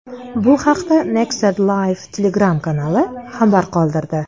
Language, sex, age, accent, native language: Uzbek, female, 19-29, Andijon, Uzbek